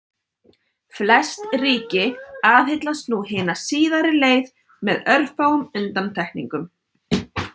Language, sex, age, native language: Icelandic, female, 30-39, Icelandic